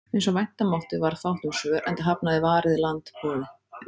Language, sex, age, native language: Icelandic, female, 30-39, Icelandic